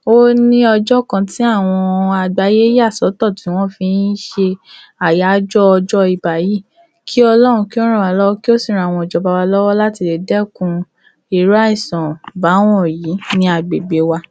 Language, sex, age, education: Yoruba, female, 46-60, tertiary